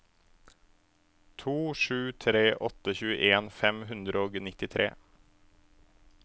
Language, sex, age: Norwegian, male, 27